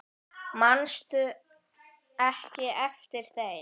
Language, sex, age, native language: Icelandic, male, 10, Icelandic